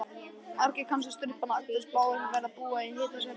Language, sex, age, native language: Icelandic, female, 50-59, Icelandic